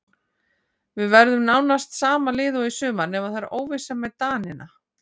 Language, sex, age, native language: Icelandic, female, 40-49, Icelandic